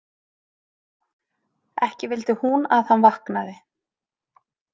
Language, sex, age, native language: Icelandic, female, 30-39, Icelandic